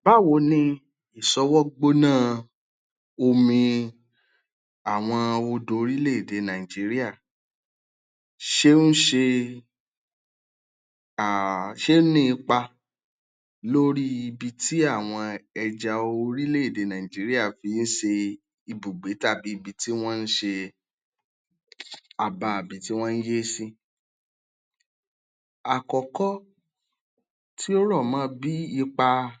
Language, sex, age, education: Yoruba, male, 30-45, tertiary